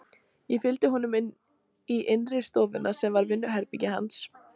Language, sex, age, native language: Icelandic, female, 14, Icelandic